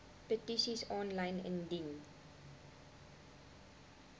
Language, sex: Afrikaans, female